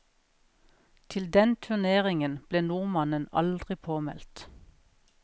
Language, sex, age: Norwegian, female, 41